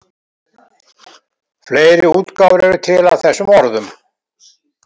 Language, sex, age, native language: Icelandic, male, 70-79, Icelandic